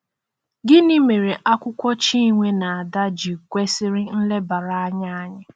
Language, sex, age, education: Igbo, female, 15-29, tertiary